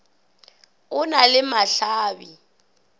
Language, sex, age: Northern Sotho, female, 24